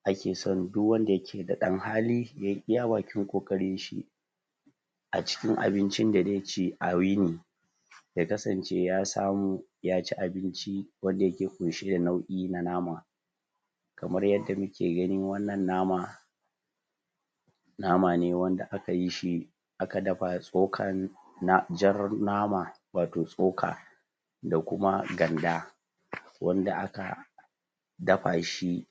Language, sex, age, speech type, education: Hausa, female, 15-29, spontaneous, tertiary